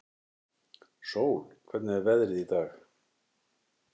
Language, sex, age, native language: Icelandic, male, 60-69, Icelandic